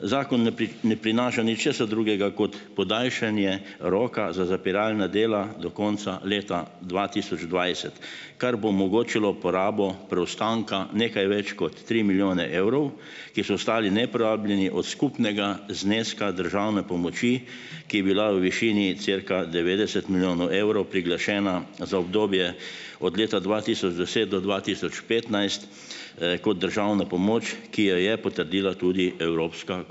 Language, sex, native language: Slovenian, male, Slovenian